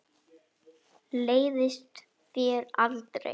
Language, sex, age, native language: Icelandic, male, 9, Icelandic